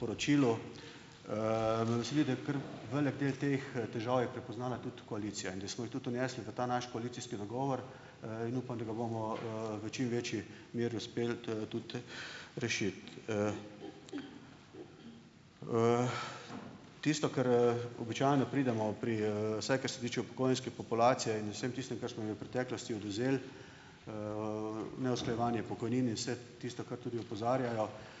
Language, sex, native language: Slovenian, male, Slovenian